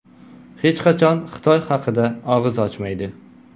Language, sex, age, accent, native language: Uzbek, male, 18-24, Qoraqalpog'iston, Uzbek